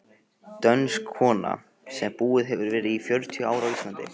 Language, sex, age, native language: Icelandic, male, 15, Icelandic